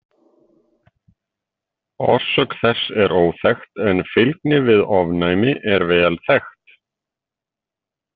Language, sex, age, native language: Icelandic, male, 50-59, Icelandic